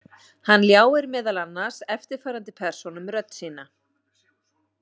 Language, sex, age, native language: Icelandic, female, 40-49, Icelandic